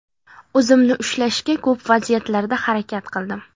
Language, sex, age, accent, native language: Uzbek, female, 18-24, Farg'ona, Uzbek